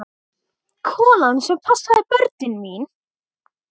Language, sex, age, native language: Icelandic, female, 9, Icelandic